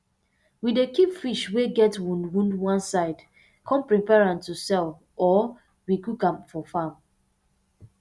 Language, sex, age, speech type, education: Nigerian Pidgin, female, 15-29, spontaneous, secondary